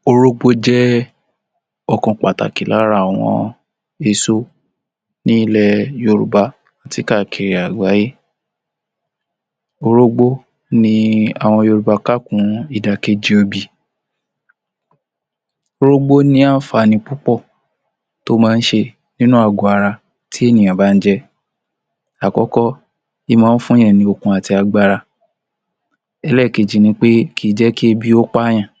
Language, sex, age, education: Yoruba, male, 46-60, tertiary